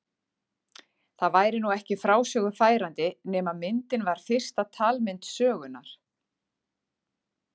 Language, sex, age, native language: Icelandic, female, 40-49, Icelandic